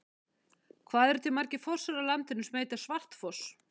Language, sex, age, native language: Icelandic, female, 50-59, Icelandic